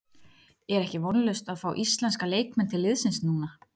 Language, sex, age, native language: Icelandic, female, 30-39, Icelandic